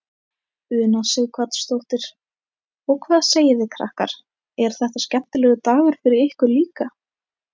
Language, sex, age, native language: Icelandic, female, 18-19, Icelandic